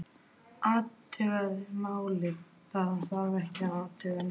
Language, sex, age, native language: Icelandic, male, 12, Icelandic